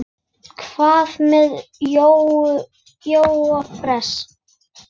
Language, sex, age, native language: Icelandic, female, 10, Icelandic